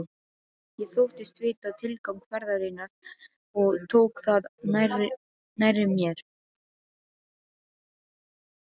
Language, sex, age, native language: Icelandic, female, 12, Serbo-Croatian